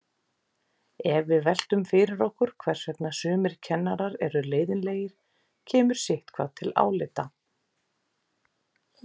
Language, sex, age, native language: Icelandic, female, 40-49, Icelandic